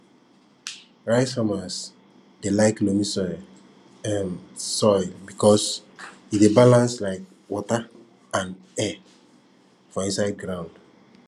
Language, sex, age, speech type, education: Nigerian Pidgin, female, 15-29, spontaneous, tertiary